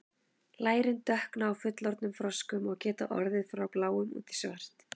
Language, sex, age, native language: Icelandic, female, 30-39, Icelandic